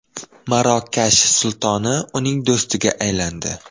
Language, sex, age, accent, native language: Uzbek, male, 12-17, Toshkent viloyati, Uzbek